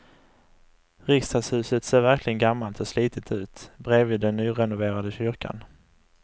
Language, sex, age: Swedish, male, 35